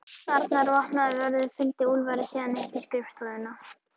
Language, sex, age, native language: Icelandic, female, 13, Icelandic